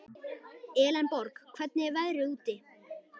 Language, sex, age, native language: Icelandic, male, 11, Icelandic